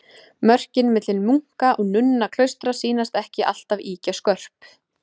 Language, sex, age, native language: Icelandic, female, 20-29, Icelandic